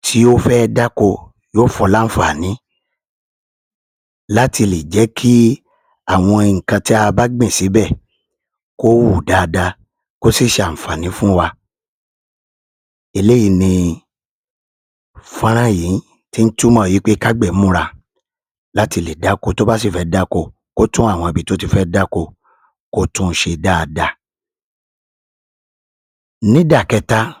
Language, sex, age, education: Yoruba, male, 30-45, tertiary